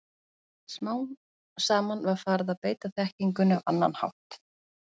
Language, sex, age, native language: Icelandic, female, 40-49, Icelandic